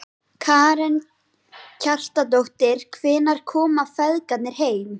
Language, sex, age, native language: Icelandic, female, 11, Icelandic